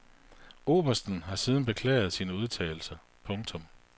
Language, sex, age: Danish, male, 48